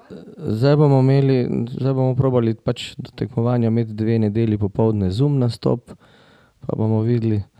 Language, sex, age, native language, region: Slovenian, male, 50-59, Slovenian, Drava region